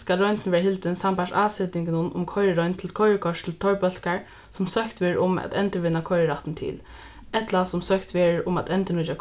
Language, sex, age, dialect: Faroese, female, 15-35, Norðuroyggjar